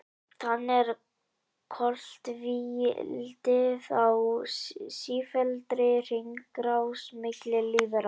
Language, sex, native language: Icelandic, male, Icelandic